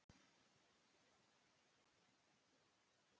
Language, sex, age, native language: Icelandic, male, 13, Icelandic